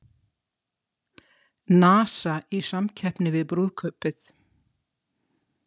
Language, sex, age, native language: Icelandic, female, 60-69, Icelandic